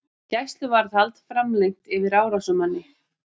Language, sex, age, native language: Icelandic, female, 30-39, Icelandic